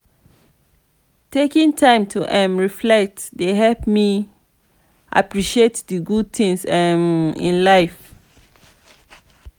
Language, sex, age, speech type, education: Nigerian Pidgin, female, 30-45, spontaneous, tertiary